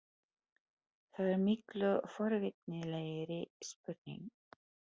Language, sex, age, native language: Icelandic, female, 40-49, Polish